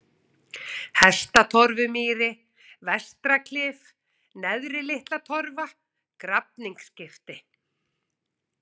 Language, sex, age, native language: Icelandic, female, 40-49, Icelandic